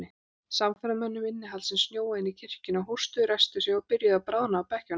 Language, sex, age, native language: Icelandic, female, 40-49, Icelandic